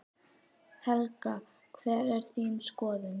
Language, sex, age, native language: Icelandic, female, 10, Icelandic